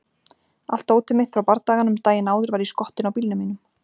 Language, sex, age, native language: Icelandic, female, 40-49, Icelandic